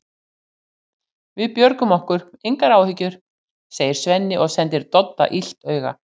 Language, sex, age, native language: Icelandic, female, 60-69, Icelandic